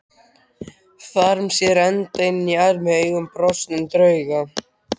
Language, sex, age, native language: Icelandic, male, 13, Icelandic